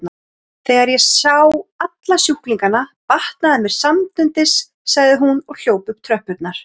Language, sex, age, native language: Icelandic, female, 30-39, Icelandic